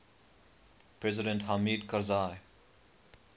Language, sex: English, male